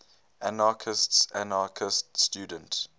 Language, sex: English, male